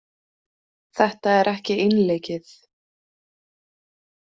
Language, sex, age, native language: Icelandic, female, 20-29, Icelandic